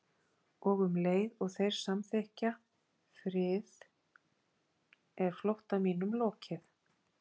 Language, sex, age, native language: Icelandic, female, 40-49, Icelandic